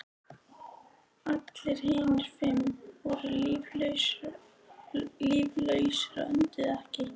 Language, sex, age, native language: Icelandic, female, 13, Icelandic